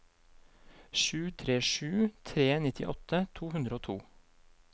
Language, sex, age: Norwegian, male, 23